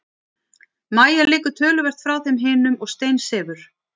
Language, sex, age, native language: Icelandic, female, 40-49, Icelandic